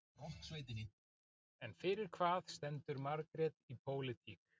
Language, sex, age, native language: Icelandic, male, 40-49, Icelandic